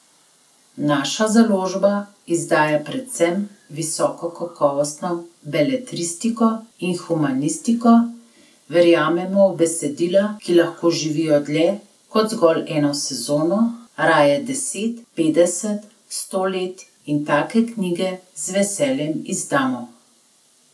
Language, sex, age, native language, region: Slovenian, female, 30-49, Slovenian, Gorenjska region